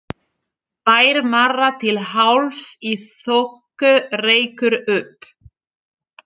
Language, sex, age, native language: Icelandic, female, 40-49, French